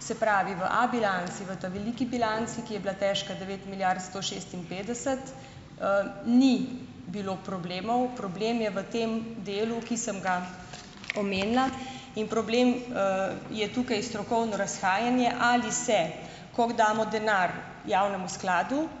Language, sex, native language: Slovenian, female, Slovenian